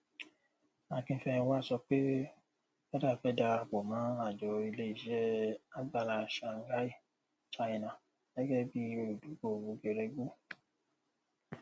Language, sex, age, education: Yoruba, male, 30-45, tertiary